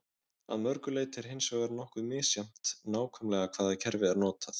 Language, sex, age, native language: Icelandic, male, 20-29, Icelandic